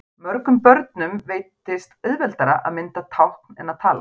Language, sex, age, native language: Icelandic, female, 40-49, Icelandic